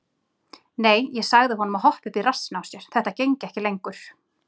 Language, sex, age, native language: Icelandic, female, 30-39, Icelandic